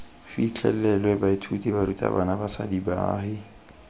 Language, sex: Tswana, male